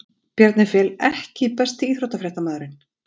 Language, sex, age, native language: Icelandic, female, 40-49, Icelandic